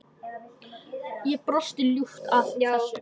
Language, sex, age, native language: Icelandic, male, 10, Icelandic